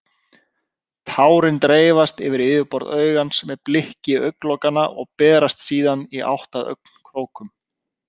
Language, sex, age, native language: Icelandic, male, 30-39, Icelandic